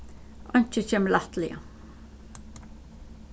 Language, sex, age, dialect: Faroese, female, 36-60, Suðurstreymoy